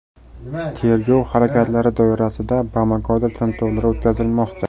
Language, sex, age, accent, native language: Uzbek, male, 18-24, Navoiy, Uzbek